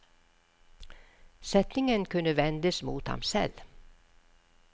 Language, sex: Norwegian, female